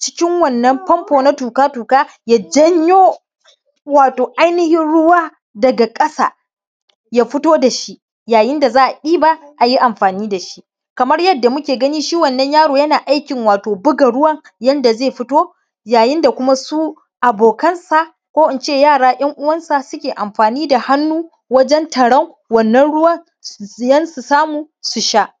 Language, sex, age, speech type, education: Hausa, male, 15-29, spontaneous, tertiary